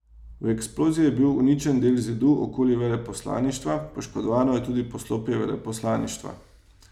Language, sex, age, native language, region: Slovenian, male, 30-49, Slovenian, Savinja region